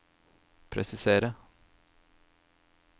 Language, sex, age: Norwegian, male, 27